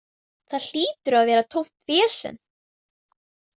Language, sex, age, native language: Icelandic, female, 18-19, Vietnamese